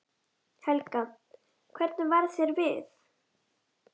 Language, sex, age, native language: Icelandic, female, 10, Icelandic